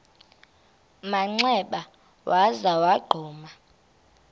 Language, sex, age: Xhosa, female, 32